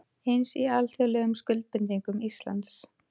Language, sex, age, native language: Icelandic, female, 20-29, Icelandic